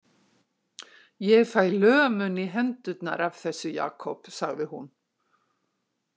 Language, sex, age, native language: Icelandic, female, 60-69, Icelandic